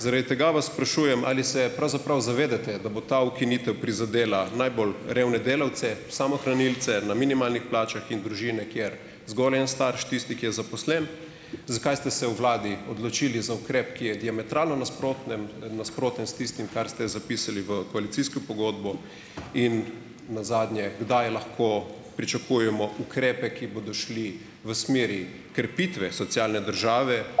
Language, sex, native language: Slovenian, male, Slovenian